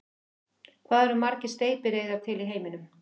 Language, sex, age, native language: Icelandic, female, 50-59, Icelandic